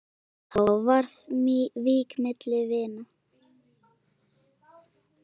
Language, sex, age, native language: Icelandic, female, 10, Icelandic